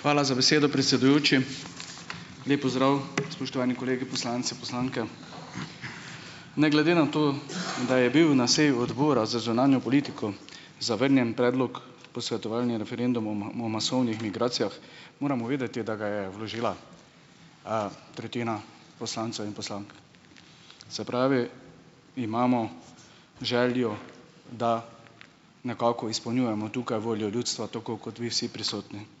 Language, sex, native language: Slovenian, male, Slovenian